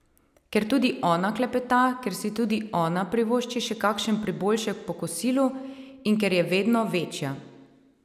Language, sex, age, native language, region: Slovenian, female, 30-49, Slovenian, Savinja region